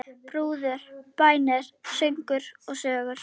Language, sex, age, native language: Icelandic, female, 10, Icelandic